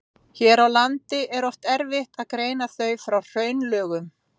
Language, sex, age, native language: Icelandic, female, 50-59, Icelandic